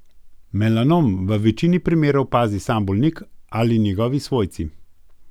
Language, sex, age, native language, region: Slovenian, male, 50-59, Slovenian, Gorenjska region